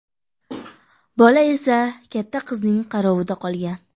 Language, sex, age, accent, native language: Uzbek, female, 18-24, Andijon, Uzbek